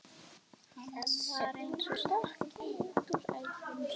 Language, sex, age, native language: Icelandic, female, 11, Icelandic